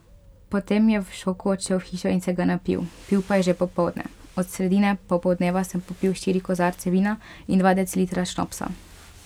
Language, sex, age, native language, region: Slovenian, female, 12-17, Slovenian, Pomurje region